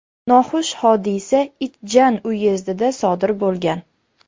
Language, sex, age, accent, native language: Uzbek, female, 19-29, Namangan, Uzbek